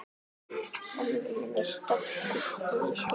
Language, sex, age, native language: Icelandic, female, 9, Icelandic